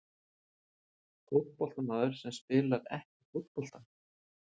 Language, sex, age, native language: Icelandic, male, 40-49, Icelandic